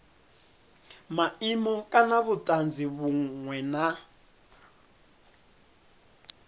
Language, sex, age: Venda, male, 30